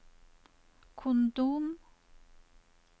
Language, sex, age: Norwegian, female, 54